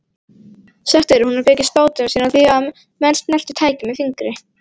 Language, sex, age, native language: Icelandic, female, 18-19, Icelandic